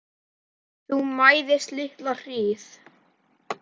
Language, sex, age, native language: Icelandic, male, 10, Icelandic